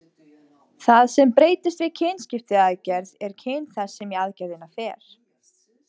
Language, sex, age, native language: Icelandic, female, 20-29, Icelandic